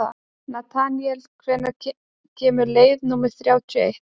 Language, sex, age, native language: Icelandic, female, 30-39, Icelandic